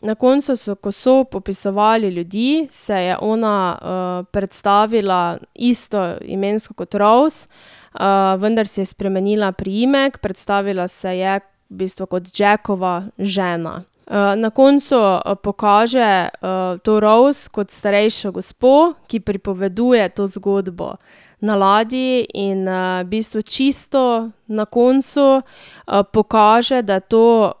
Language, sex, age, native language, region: Slovenian, female, 18-29, Slovenian, Drava region